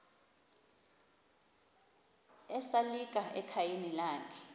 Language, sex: Xhosa, female